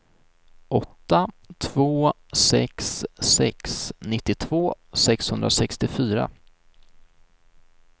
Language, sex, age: Swedish, male, 19